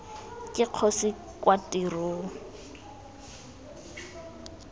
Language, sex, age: Tswana, female, 18